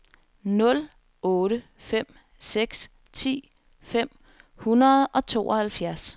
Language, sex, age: Danish, female, 21